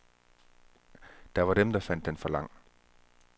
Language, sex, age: Danish, male, 34